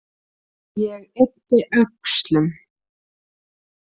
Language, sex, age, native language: Icelandic, female, 30-39, Icelandic